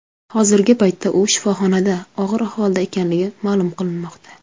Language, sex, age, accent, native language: Uzbek, female, 19-29, Samarqand, Uzbek